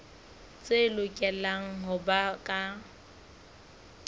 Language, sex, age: Southern Sotho, female, 25